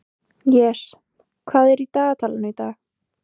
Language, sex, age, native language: Icelandic, female, 18-19, Icelandic